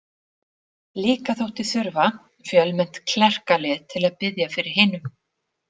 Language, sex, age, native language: Icelandic, female, 40-49, Icelandic